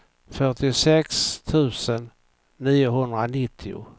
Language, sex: Swedish, male